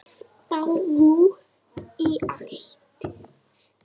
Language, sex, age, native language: Icelandic, male, 6, Icelandic